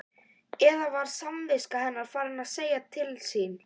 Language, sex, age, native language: Icelandic, female, 11, Icelandic